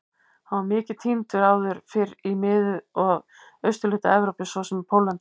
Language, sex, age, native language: Icelandic, female, 50-59, Icelandic